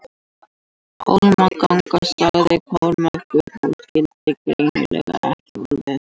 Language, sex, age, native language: Icelandic, other, 18-19, Icelandic